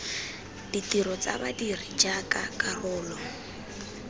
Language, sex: Tswana, female